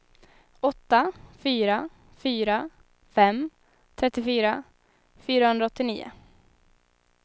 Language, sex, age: Swedish, female, 19